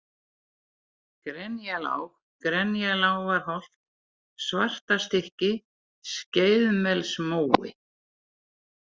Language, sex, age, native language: Icelandic, female, 80-89, Icelandic